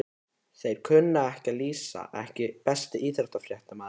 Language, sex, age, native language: Icelandic, male, 13, Icelandic